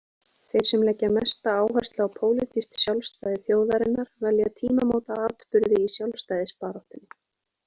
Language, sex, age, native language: Icelandic, female, 20-29, Icelandic